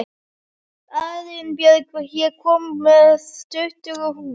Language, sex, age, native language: Icelandic, female, 11, Icelandic